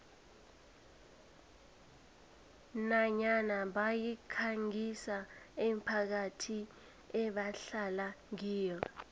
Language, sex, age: South Ndebele, female, 20